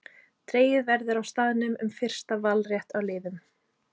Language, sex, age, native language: Icelandic, female, 30-39, Icelandic